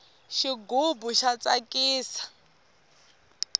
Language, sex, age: Tsonga, female, 18